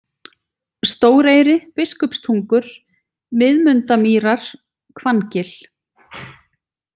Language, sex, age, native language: Icelandic, female, 40-49, Icelandic